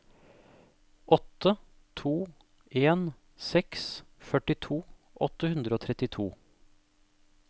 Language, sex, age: Norwegian, male, 28